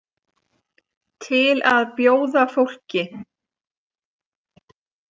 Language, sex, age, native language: Icelandic, female, 30-39, Icelandic